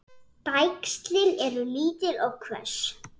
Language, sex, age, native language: Icelandic, female, 7, Icelandic